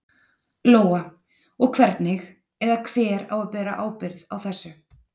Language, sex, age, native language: Icelandic, female, 30-39, Icelandic